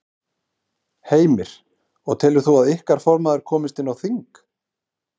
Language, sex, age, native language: Icelandic, male, 30-39, Icelandic